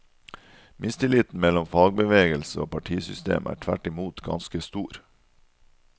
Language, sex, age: Norwegian, male, 37